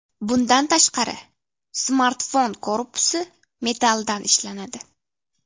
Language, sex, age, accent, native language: Uzbek, female, 12-17, Namangan, Uzbek